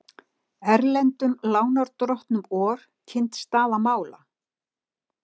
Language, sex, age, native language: Icelandic, female, 60-69, Icelandic